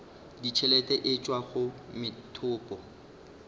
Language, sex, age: Northern Sotho, male, 35